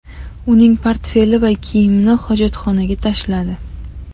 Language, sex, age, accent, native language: Uzbek, female, 35+, Qashqadaryo, Uzbek